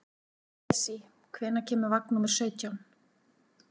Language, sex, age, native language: Icelandic, female, 40-49, Icelandic